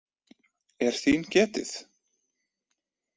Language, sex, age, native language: Icelandic, male, 20-29, Icelandic